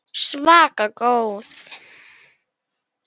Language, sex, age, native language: Icelandic, male, 10, Icelandic